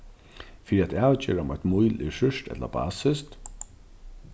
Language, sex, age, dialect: Faroese, male, 36-60, Norðurstreymoy/Eysturoy